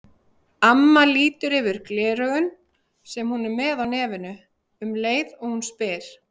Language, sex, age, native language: Icelandic, female, 30-39, Icelandic